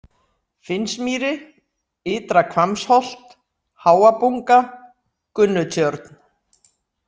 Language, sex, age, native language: Icelandic, female, 60-69, Icelandic